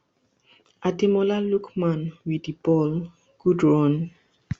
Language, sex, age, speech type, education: Nigerian Pidgin, female, 30-45, spontaneous, tertiary